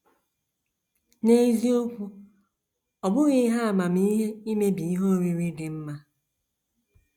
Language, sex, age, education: Igbo, female, 46-60, tertiary